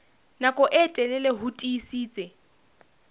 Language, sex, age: Southern Sotho, female, 21